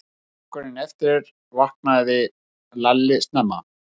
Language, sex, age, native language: Icelandic, male, 50-59, Icelandic